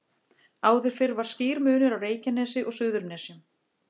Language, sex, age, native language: Icelandic, female, 40-49, Icelandic